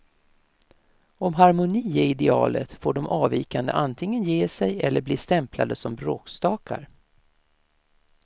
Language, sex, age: Swedish, female, 56